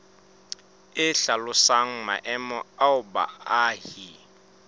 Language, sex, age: Southern Sotho, male, 35